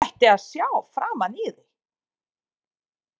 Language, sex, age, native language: Icelandic, female, 30-39, Serbo-Croatian